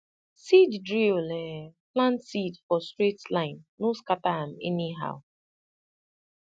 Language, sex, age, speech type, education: Nigerian Pidgin, female, 30-45, spontaneous, tertiary